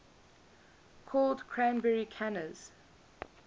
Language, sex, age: English, female, 21